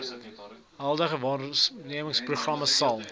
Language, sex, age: Afrikaans, male, 20